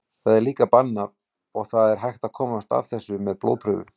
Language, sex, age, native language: Icelandic, male, 40-49, Icelandic